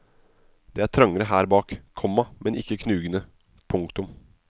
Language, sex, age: Norwegian, male, 27